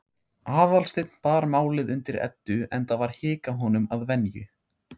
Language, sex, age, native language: Icelandic, male, 16, Icelandic